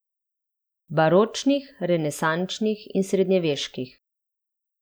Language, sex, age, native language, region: Slovenian, female, 30-49, Slovenian, Central Slovenia